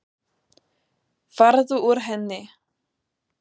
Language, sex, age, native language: Icelandic, female, 20-29, German